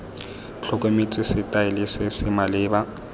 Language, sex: Tswana, male